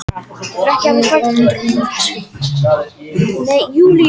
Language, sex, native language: Icelandic, other, Icelandic